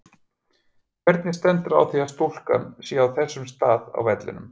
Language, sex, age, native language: Icelandic, male, 50-59, Icelandic